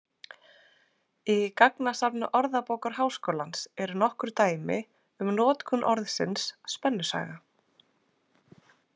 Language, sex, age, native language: Icelandic, female, 40-49, Icelandic